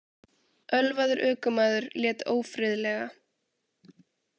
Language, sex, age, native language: Icelandic, female, 18-19, Icelandic